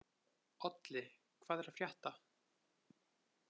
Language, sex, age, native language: Icelandic, male, 20-29, Icelandic